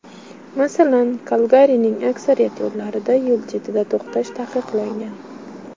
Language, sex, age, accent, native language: Uzbek, female, 18-24, Qashqadaryo, Uzbek